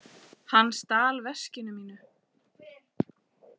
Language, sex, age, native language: Icelandic, female, 40-49, Icelandic